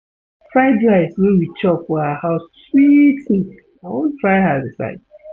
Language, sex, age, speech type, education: Nigerian Pidgin, male, 30-45, read, secondary